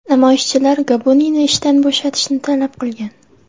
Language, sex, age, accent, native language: Uzbek, female, 18-24, Samarqand, Uzbek